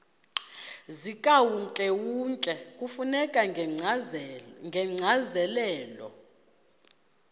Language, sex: Xhosa, female